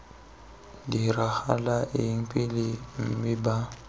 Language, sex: Tswana, male